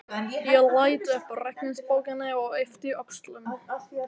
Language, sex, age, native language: Icelandic, male, 12, Icelandic